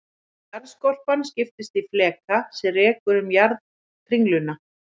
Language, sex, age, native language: Icelandic, female, 40-49, Icelandic